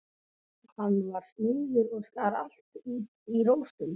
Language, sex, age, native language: Icelandic, male, 11, Icelandic